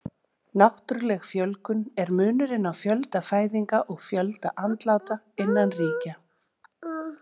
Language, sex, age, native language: Icelandic, female, 40-49, Icelandic